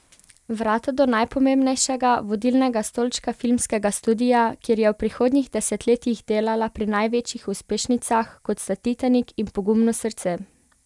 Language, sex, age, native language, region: Slovenian, female, 18-29, Slovenian, Pomurje region